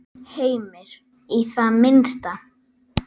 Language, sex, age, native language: Icelandic, female, 8, Icelandic